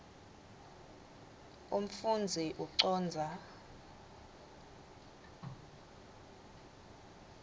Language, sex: Swati, female